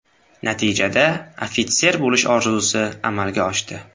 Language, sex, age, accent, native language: Uzbek, male, 18-24, Samarqand, Uzbek